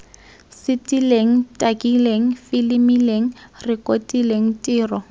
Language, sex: Tswana, female